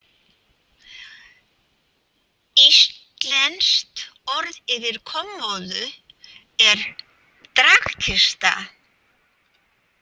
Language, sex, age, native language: Icelandic, female, 80-89, Icelandic